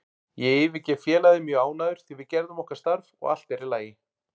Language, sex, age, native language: Icelandic, male, 40-49, Icelandic